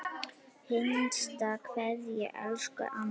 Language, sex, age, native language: Icelandic, female, 9, Icelandic